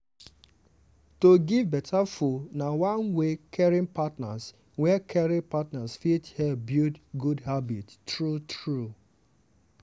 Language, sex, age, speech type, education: Nigerian Pidgin, male, 15-29, spontaneous, tertiary